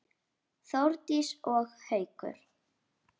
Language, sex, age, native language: Icelandic, female, 8, Icelandic